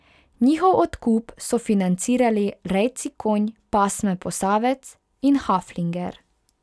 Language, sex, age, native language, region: Slovenian, female, 18-29, Hungarian, Pomurje region